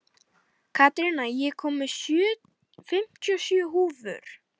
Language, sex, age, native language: Icelandic, female, 12, Icelandic